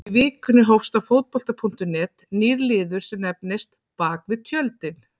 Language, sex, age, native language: Icelandic, female, 40-49, Icelandic